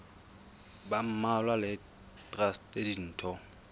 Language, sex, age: Southern Sotho, female, 22